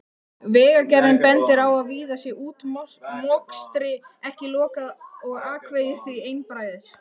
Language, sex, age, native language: Icelandic, female, 18-19, Icelandic